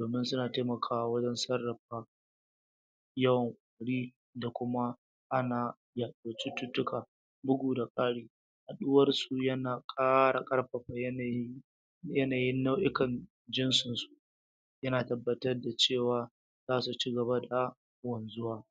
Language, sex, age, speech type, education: Hausa, male, 46-60, spontaneous, tertiary